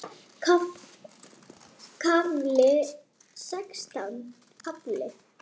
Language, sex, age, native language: Icelandic, female, 8, Icelandic